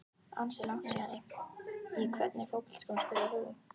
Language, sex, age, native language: Icelandic, female, 11, Icelandic